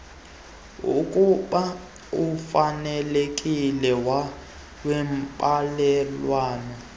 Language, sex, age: Xhosa, male, 22